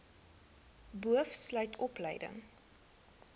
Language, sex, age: Afrikaans, female, 19